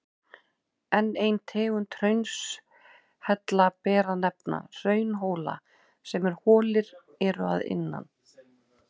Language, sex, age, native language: Icelandic, female, 30-39, Icelandic